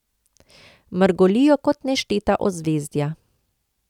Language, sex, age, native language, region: Slovenian, female, 50-59, Slovenian, Central Slovenia